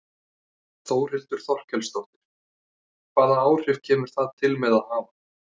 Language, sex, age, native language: Icelandic, male, 30-39, Icelandic